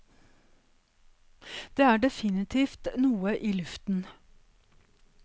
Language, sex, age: Norwegian, female, 52